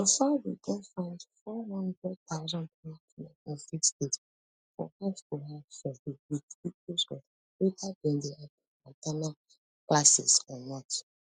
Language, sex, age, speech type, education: Nigerian Pidgin, female, 15-29, spontaneous, tertiary